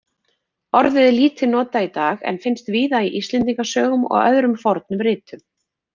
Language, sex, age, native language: Icelandic, female, 40-49, Icelandic